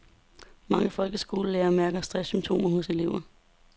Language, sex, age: Danish, female, 32